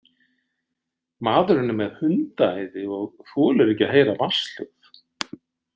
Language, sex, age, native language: Icelandic, male, 60-69, Icelandic